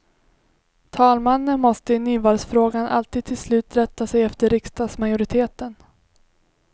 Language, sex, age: Swedish, female, 21